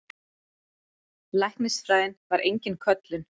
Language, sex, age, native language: Icelandic, female, 40-49, Icelandic